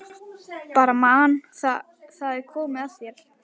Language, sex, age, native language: Icelandic, female, 12, Icelandic